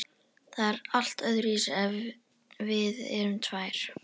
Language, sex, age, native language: Icelandic, female, 11, Icelandic